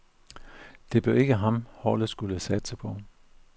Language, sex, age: Danish, male, 41